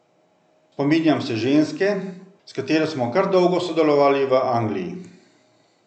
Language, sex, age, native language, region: Slovenian, male, 50-59, Slovenian, Central Slovenia